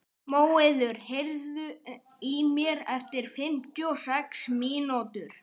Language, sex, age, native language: Icelandic, female, 30-39, Icelandic